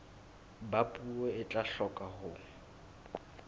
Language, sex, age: Southern Sotho, male, 22